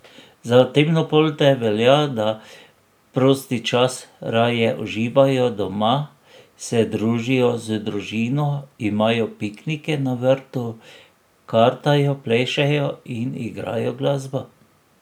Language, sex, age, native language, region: Slovenian, male, 60+, Slovenian, Drava region